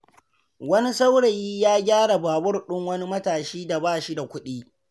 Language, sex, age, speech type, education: Hausa, male, 15-29, read, secondary